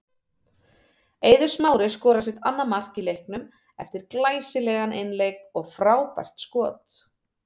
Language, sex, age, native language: Icelandic, female, 30-39, Icelandic